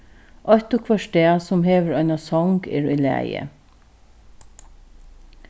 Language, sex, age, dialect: Faroese, female, 36-60, Norðurstreymoy/Eysturoy